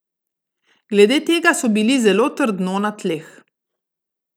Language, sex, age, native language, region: Slovenian, female, 30-49, Slovenian, Gorica region